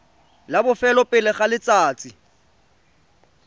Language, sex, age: Tswana, male, 25